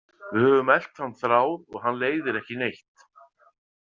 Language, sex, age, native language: Icelandic, male, 50-59, Icelandic